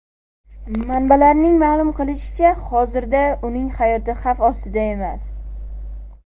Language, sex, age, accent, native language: Uzbek, male, under 19, Toshkent viloyati, Uzbek